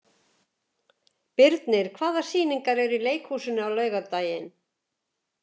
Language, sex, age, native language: Icelandic, female, 70-79, Icelandic